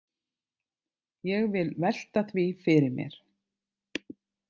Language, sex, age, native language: Icelandic, other, 50-59, Icelandic